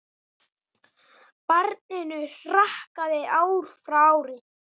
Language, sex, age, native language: Icelandic, male, 8, Icelandic